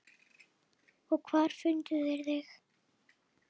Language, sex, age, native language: Icelandic, female, 8, Icelandic